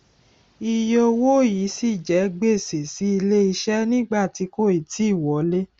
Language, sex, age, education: Yoruba, female, 46-60, tertiary